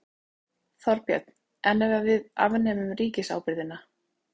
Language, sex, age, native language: Icelandic, female, 30-39, Icelandic